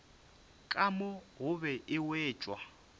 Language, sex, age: Northern Sotho, male, 24